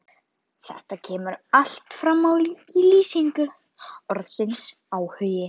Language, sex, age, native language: Icelandic, female, 12, Icelandic